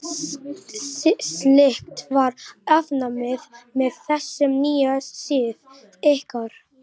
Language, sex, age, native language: Icelandic, male, 11, Icelandic